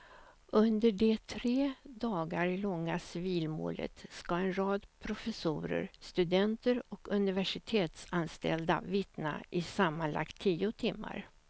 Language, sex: Swedish, female